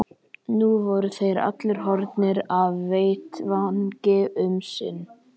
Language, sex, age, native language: Icelandic, male, 11, Icelandic